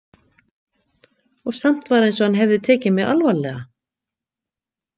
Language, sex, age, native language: Icelandic, female, 50-59, Icelandic